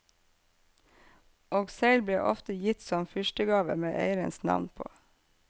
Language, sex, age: Norwegian, female, 48